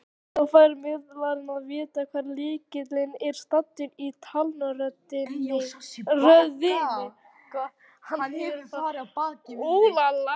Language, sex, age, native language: Icelandic, female, 18-19, Icelandic